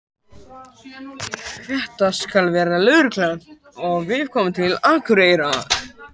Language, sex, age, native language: Icelandic, male, 12, Icelandic